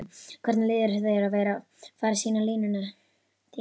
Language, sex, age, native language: Icelandic, female, 12, Icelandic